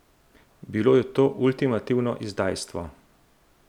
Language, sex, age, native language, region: Slovenian, male, 30-49, Slovenian, Central Slovenia